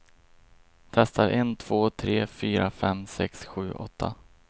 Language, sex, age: Swedish, male, 22